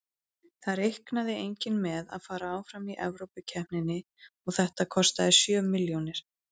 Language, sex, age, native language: Icelandic, female, 30-39, Icelandic